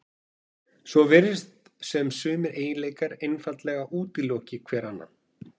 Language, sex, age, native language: Icelandic, male, 40-49, Icelandic